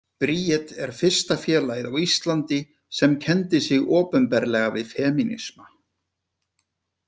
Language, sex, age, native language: Icelandic, male, 50-59, Icelandic